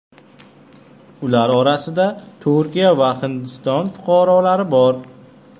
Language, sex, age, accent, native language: Uzbek, male, 18-24, Qashqadaryo, Uzbek